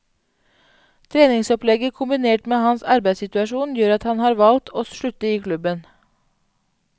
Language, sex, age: Norwegian, female, 31